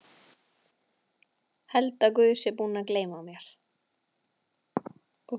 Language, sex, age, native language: Icelandic, female, 20-29, Icelandic